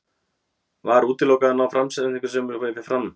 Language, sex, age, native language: Icelandic, male, 30-39, Icelandic